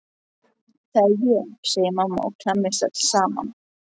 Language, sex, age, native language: Icelandic, other, 13, Icelandic